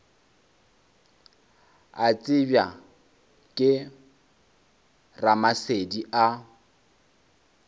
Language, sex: Northern Sotho, male